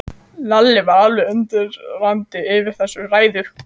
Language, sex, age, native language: Icelandic, female, 14, Icelandic